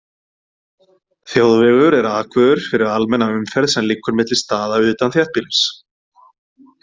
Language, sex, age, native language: Icelandic, male, 30-39, Icelandic